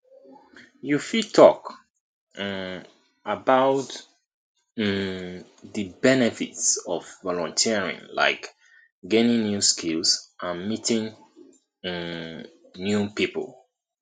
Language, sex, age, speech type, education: Nigerian Pidgin, male, 30-45, spontaneous, tertiary